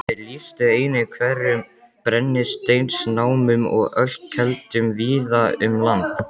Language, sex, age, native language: Icelandic, male, 12, Icelandic